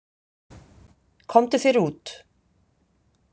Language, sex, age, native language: Icelandic, female, 50-59, Icelandic